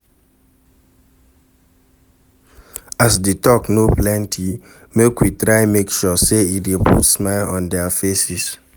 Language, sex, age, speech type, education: Nigerian Pidgin, male, 46-60, read, secondary